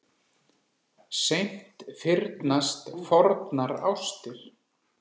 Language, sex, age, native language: Icelandic, male, 40-49, Icelandic